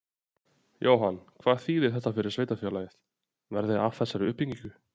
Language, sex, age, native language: Icelandic, male, 20-29, Icelandic